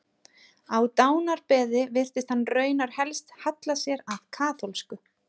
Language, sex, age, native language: Icelandic, female, 30-39, Icelandic